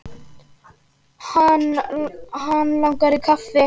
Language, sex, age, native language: Icelandic, male, 8, Icelandic